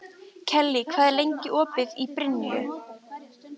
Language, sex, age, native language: Icelandic, female, 13, Icelandic